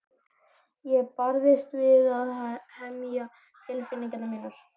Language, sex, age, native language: Icelandic, male, 12, Icelandic